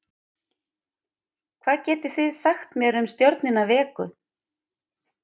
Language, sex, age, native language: Icelandic, female, 50-59, Icelandic